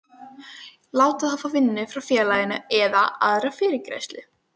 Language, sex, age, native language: Icelandic, female, 12, Icelandic